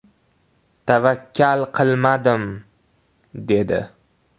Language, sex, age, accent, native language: Uzbek, male, 18-24, Toshkent viloyati, Uzbek